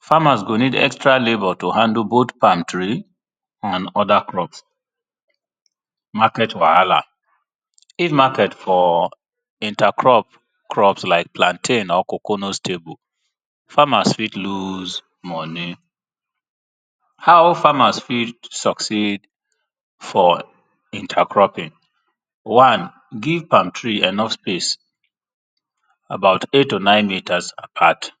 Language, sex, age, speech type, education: Nigerian Pidgin, male, 30-45, spontaneous, tertiary